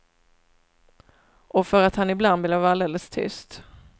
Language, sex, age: Swedish, female, 27